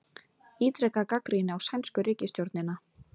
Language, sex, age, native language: Icelandic, female, 18-19, Icelandic